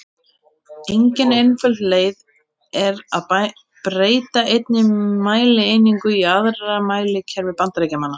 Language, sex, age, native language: Icelandic, female, 30-39, Icelandic